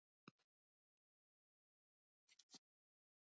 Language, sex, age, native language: Icelandic, female, 70-79, Icelandic